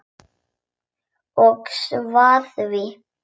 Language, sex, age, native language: Icelandic, female, 8, Icelandic